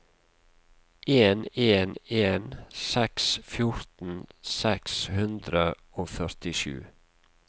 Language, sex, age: Norwegian, male, 48